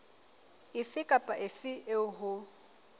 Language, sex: Southern Sotho, female